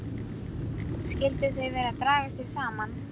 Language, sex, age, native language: Icelandic, female, 12, Icelandic